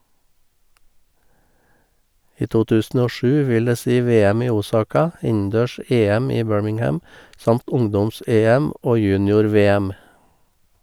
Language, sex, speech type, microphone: Norwegian, male, read, Sennheiser